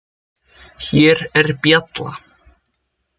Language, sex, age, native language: Icelandic, male, 20-29, Icelandic